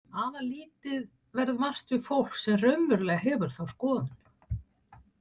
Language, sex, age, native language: Icelandic, female, 60-69, Icelandic